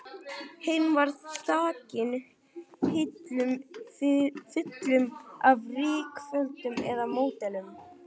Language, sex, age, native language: Icelandic, female, 11, Icelandic